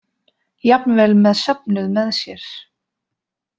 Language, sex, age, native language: Icelandic, female, 20-29, Icelandic